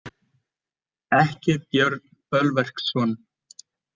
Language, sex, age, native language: Icelandic, male, 20-29, Icelandic